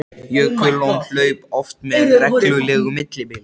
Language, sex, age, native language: Icelandic, male, 13, Icelandic